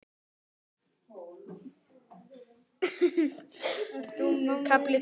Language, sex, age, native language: Icelandic, male, 9, Icelandic